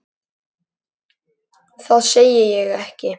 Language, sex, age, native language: Icelandic, male, 10, Icelandic